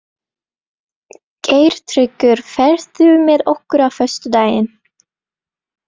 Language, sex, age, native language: Icelandic, female, 20-29, Norwegian